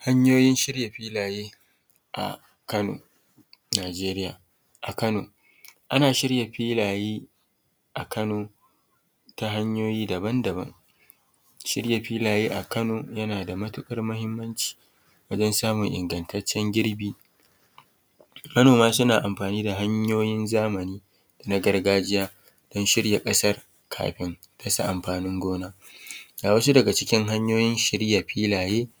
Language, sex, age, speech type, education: Hausa, male, 30-45, spontaneous, tertiary